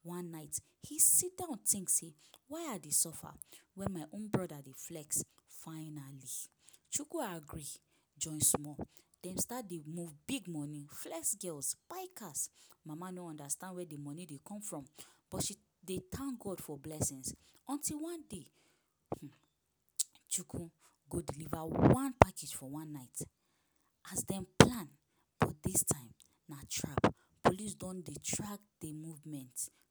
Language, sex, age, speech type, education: Nigerian Pidgin, female, 15-29, spontaneous, tertiary